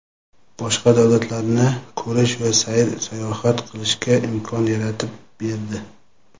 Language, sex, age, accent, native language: Uzbek, male, 25-34, Jizzax, Uzbek